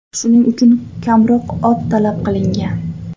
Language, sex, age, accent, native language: Uzbek, female, 25-34, Toshkent viloyati, Uzbek